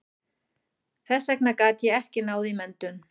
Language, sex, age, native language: Icelandic, female, 40-49, German